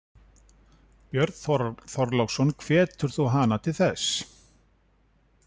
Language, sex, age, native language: Icelandic, male, 40-49, Icelandic